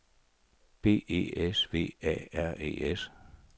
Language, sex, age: Danish, male, 64